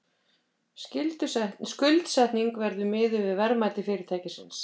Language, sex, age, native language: Icelandic, female, 50-59, Icelandic